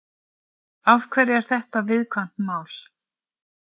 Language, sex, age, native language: Icelandic, female, 40-49, Icelandic